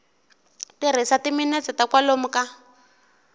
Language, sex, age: Tsonga, female, 23